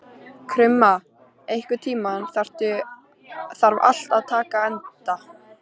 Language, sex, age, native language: Icelandic, female, 13, Icelandic